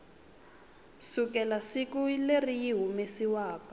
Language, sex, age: Tsonga, female, 20